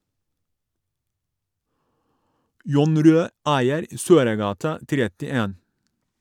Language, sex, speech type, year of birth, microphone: Norwegian, male, read, 1982, Shure